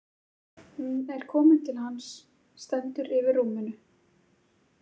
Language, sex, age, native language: Icelandic, female, 30-39, Icelandic